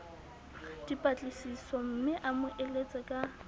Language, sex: Southern Sotho, female